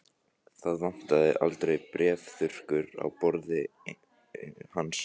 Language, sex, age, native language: Icelandic, other, 14, Icelandic